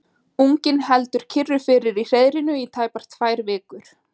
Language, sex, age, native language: Icelandic, female, 20-29, Icelandic